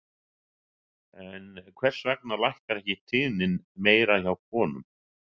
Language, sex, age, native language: Icelandic, male, 60-69, Icelandic